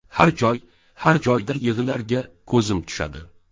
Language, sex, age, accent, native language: Uzbek, male, 12-17, Sirdaryo, Uzbek